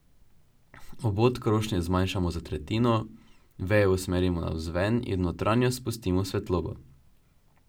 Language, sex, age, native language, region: Slovenian, male, 12-17, Slovenian, Drava region